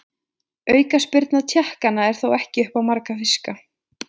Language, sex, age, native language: Icelandic, female, 20-29, Icelandic